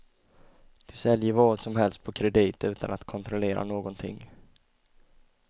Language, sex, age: Swedish, male, 20